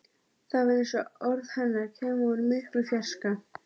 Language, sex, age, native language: Icelandic, female, 12, Icelandic